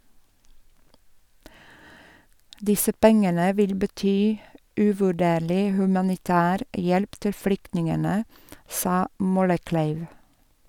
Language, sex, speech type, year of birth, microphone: Norwegian, female, read, 1961, Sennheiser